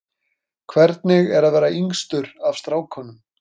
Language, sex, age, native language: Icelandic, male, 30-39, Icelandic